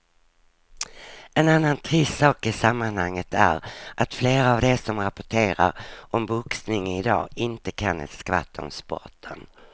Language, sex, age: Swedish, female, 59